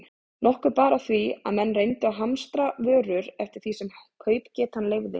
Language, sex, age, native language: Icelandic, female, 30-39, Icelandic